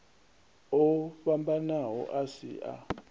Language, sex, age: Venda, male, 39